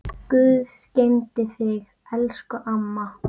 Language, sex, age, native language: Icelandic, female, 9, Icelandic